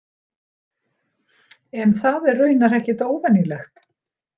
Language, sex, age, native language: Icelandic, female, 60-69, Icelandic